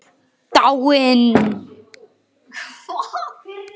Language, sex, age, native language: Icelandic, male, 9, Icelandic